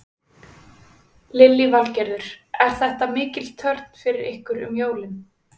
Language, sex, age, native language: Icelandic, female, 20-29, Icelandic